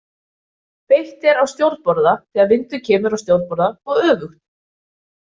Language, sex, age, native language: Icelandic, female, 20-29, Icelandic